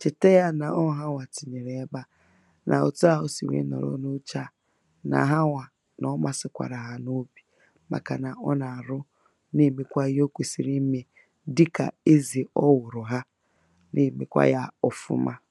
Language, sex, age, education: Igbo, female, 15-29, tertiary